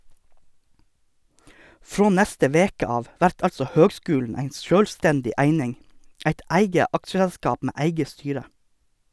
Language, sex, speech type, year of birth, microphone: Norwegian, male, read, 1982, Sennheiser